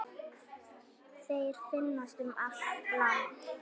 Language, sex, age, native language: Icelandic, female, 10, Icelandic